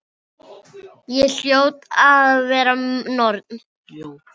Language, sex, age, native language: Icelandic, female, 8, Filipino